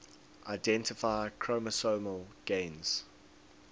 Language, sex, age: English, male, 19